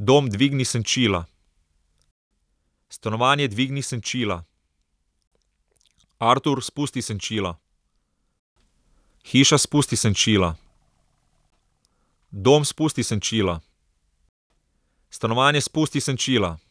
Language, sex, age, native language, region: Slovenian, male, 30-49, Slovenian, Southeast Slovenia